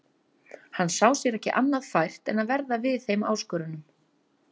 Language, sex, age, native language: Icelandic, female, 30-39, Icelandic